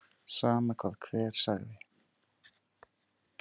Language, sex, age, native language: Icelandic, male, 40-49, Icelandic